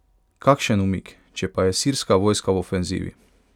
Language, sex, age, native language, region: Slovenian, male, 18-29, Hungarian, Pomurje region